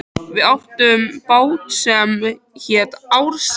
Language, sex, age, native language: Icelandic, other, 13, Icelandic